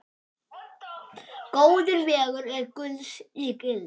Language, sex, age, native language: Icelandic, male, 10, Icelandic